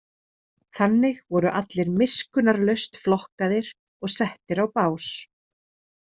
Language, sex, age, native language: Icelandic, female, 30-39, Icelandic